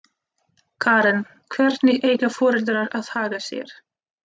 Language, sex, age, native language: Icelandic, female, 30-39, Russian